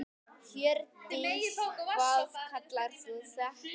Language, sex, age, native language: Icelandic, male, 10, Icelandic